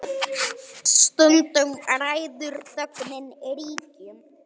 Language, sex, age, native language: Icelandic, male, 9, Icelandic